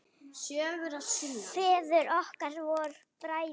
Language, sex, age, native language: Icelandic, female, 8, Icelandic